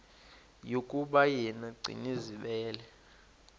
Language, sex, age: Xhosa, male, 21